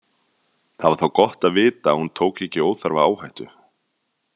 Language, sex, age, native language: Icelandic, male, 30-39, Icelandic